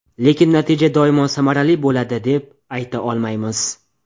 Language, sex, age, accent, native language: Uzbek, male, 19-29, Andijon, Uzbek